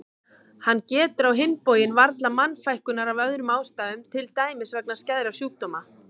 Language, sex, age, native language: Icelandic, female, 40-49, Icelandic